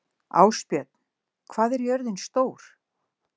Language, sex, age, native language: Icelandic, female, 60-69, Icelandic